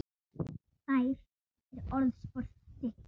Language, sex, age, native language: Icelandic, female, 8, Icelandic